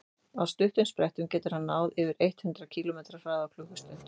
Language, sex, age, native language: Icelandic, female, 30-39, Icelandic